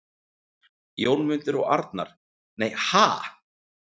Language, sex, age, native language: Icelandic, male, 40-49, Icelandic